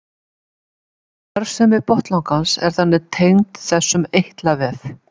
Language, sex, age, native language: Icelandic, female, 70-79, Icelandic